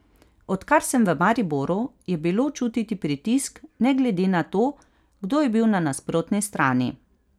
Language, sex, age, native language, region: Slovenian, female, 30-49, Slovenian, Carinthia region